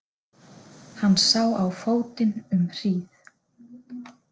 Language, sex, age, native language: Icelandic, female, 30-39, Icelandic